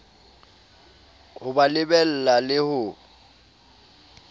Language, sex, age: Southern Sotho, male, 30